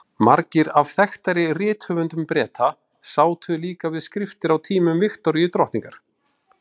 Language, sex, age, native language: Icelandic, male, 40-49, Icelandic